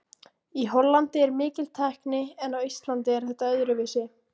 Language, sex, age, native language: Icelandic, female, 18-19, Icelandic